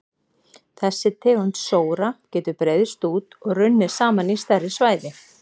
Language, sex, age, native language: Icelandic, female, 40-49, Icelandic